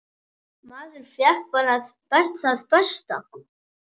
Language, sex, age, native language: Icelandic, male, 10, Icelandic